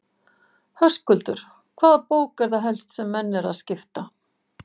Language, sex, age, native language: Icelandic, female, 50-59, Icelandic